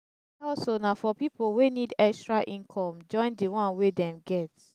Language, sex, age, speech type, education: Nigerian Pidgin, female, 15-29, spontaneous, tertiary